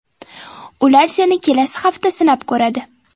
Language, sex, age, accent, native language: Uzbek, female, 12-17, Toshkent shahri, Uzbek